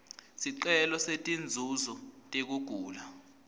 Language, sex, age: Swati, male, 20